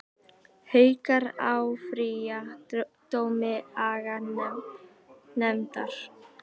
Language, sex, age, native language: Icelandic, female, 18-19, Icelandic